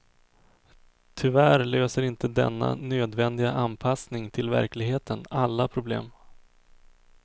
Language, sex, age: Swedish, male, 24